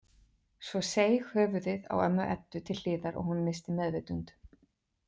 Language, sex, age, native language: Icelandic, female, 40-49, Icelandic